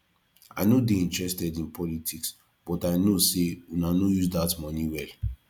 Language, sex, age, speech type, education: Nigerian Pidgin, male, 15-29, spontaneous, tertiary